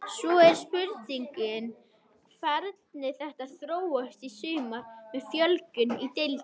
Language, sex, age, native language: Icelandic, female, 21, Icelandic